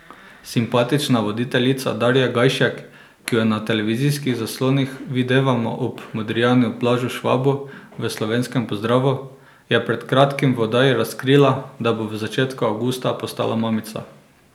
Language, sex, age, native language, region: Slovenian, male, 18-29, Slovenian, Drava region